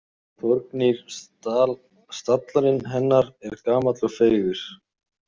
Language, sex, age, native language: Icelandic, male, 18-19, Icelandic